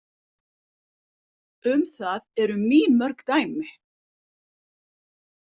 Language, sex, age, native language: Icelandic, female, 50-59, Icelandic